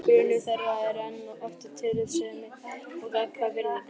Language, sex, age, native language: Icelandic, male, 11, Icelandic